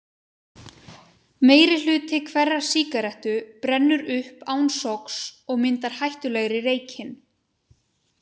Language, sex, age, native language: Icelandic, female, 20-29, Icelandic